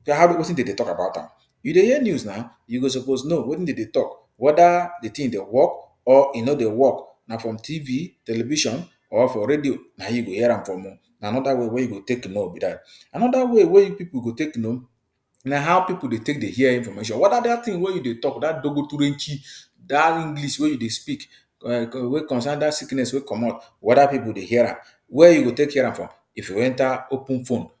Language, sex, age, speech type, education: Nigerian Pidgin, male, 30-45, spontaneous, tertiary